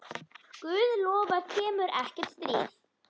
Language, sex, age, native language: Icelandic, female, 10, Icelandic